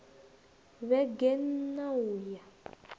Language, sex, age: Venda, female, 21